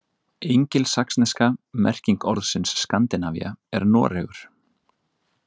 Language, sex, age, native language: Icelandic, male, 30-39, Icelandic